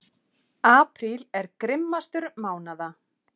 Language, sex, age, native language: Icelandic, female, 30-39, Icelandic